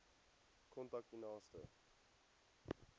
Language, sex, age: Afrikaans, male, 18